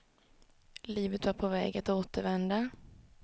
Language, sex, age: Swedish, female, 19